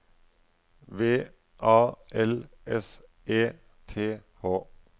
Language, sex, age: Norwegian, male, 44